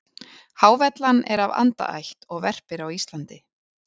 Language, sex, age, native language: Icelandic, female, 40-49, Icelandic